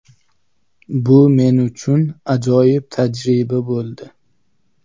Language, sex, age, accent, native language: Uzbek, male, 25-34, Sirdaryo, Uzbek